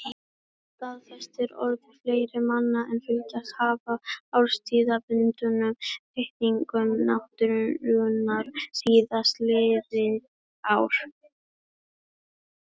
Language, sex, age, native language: Icelandic, female, 18-19, Icelandic